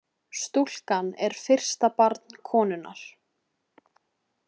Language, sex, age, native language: Icelandic, female, 20-29, Icelandic